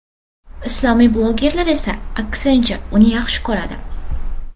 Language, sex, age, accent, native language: Uzbek, female, 12-17, Farg'ona, Uzbek